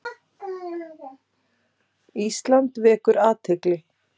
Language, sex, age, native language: Icelandic, female, 30-39, Icelandic